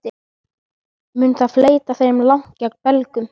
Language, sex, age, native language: Icelandic, male, 13, Icelandic